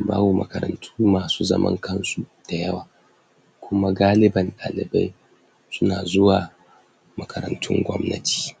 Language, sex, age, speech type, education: Hausa, male, 46-60, spontaneous, tertiary